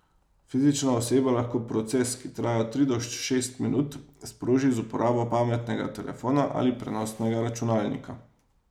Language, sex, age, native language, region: Slovenian, male, 30-49, Slovenian, Savinja region